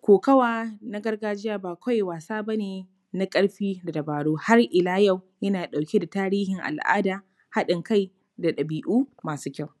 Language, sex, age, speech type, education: Hausa, female, 15-29, spontaneous, tertiary